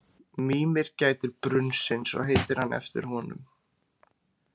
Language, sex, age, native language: Icelandic, male, 20-29, Icelandic